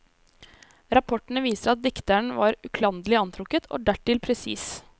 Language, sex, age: Norwegian, female, 23